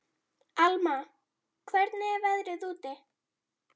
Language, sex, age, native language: Icelandic, female, 12, Icelandic